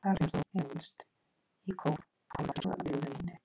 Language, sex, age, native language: Icelandic, female, 40-49, Icelandic